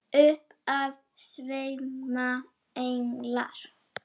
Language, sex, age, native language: Icelandic, female, 8, Icelandic